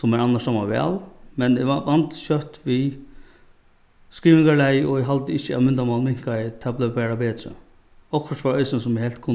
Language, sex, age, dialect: Faroese, male, 36-60, Norðuroyggjar